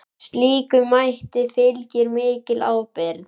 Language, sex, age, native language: Icelandic, male, 10, Icelandic